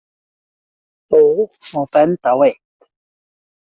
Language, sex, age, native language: Icelandic, male, 40-49, Icelandic